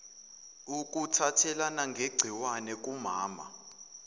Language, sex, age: Zulu, male, 21